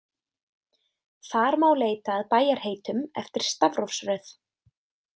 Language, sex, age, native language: Icelandic, female, 20-29, Icelandic